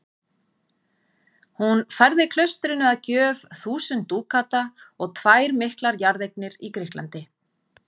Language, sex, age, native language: Icelandic, female, 40-49, Icelandic